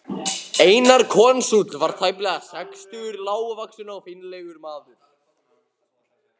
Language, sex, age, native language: Icelandic, male, 14, Icelandic